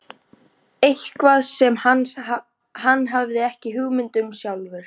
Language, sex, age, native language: Icelandic, female, 14, Icelandic